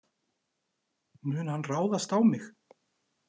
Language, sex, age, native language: Icelandic, male, 40-49, Icelandic